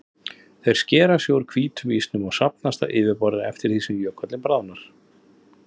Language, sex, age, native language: Icelandic, male, 30-39, Icelandic